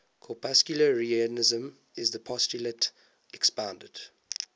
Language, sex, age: English, male, 19